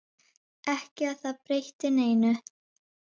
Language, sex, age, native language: Icelandic, female, 10, Icelandic